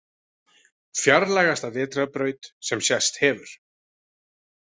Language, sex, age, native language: Icelandic, male, 40-49, Icelandic